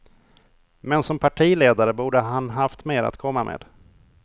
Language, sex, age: Swedish, male, 28